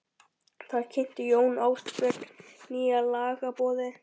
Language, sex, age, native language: Icelandic, male, 12, Icelandic